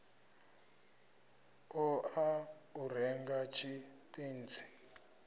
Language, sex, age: Venda, male, 26